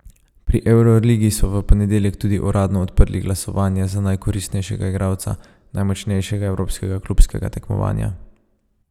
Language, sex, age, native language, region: Slovenian, male, 30-49, Slovenian, Savinja region